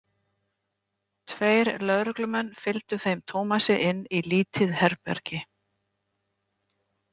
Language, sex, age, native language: Icelandic, female, 50-59, Icelandic